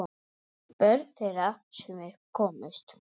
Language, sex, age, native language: Icelandic, male, 9, Icelandic